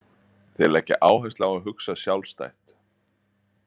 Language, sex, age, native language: Icelandic, male, 30-39, Icelandic